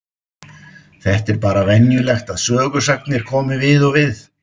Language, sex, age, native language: Icelandic, male, 50-59, Icelandic